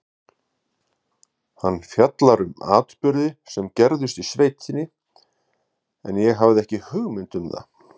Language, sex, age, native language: Icelandic, male, 50-59, Icelandic